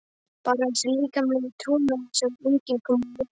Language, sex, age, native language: Icelandic, male, 12, Icelandic